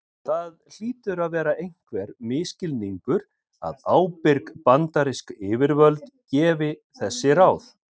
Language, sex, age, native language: Icelandic, male, 50-59, Icelandic